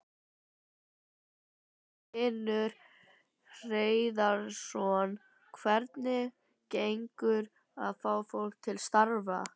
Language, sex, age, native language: Icelandic, other, 11, Icelandic